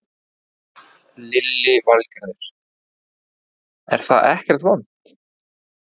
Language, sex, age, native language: Icelandic, male, 20-29, Spanish